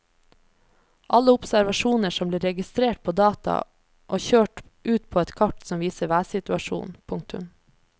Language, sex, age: Norwegian, female, 26